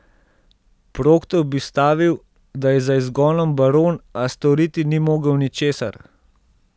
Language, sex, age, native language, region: Slovenian, male, 30-49, Slovenian, Central Slovenia